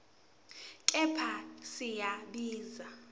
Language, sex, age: Zulu, female, 18